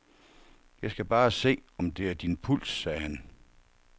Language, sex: Danish, male